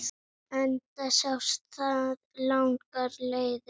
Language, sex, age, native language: Icelandic, female, 7, Icelandic